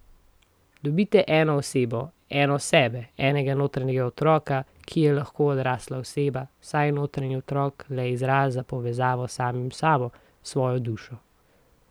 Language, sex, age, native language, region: Slovenian, female, 18-29, Slovenian, Central Slovenia